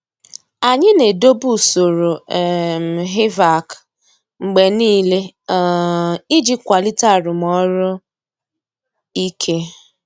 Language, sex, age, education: Igbo, female, 30-45, tertiary